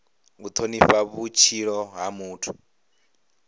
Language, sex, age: Venda, male, 25